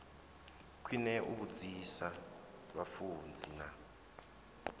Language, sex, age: Venda, male, 23